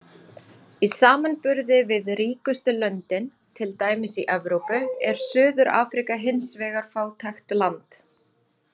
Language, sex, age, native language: Icelandic, female, 30-39, Icelandic